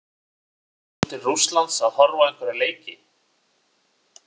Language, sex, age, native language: Icelandic, male, 40-49, Icelandic